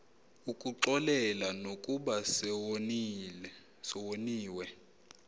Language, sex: Xhosa, male